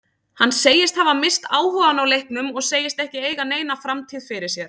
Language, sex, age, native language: Icelandic, female, 30-39, Icelandic